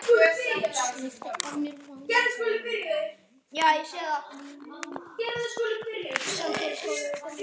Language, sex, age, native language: Icelandic, male, 9, Icelandic